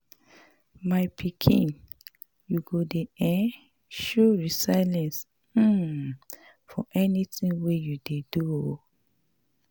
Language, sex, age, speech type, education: Nigerian Pidgin, female, 30-45, spontaneous, tertiary